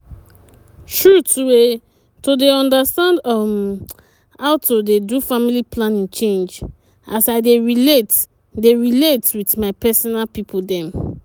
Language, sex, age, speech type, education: Nigerian Pidgin, female, 30-45, spontaneous, tertiary